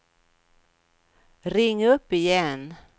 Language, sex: Swedish, female